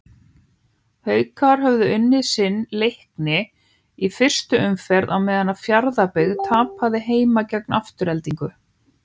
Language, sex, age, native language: Icelandic, female, 18-19, Icelandic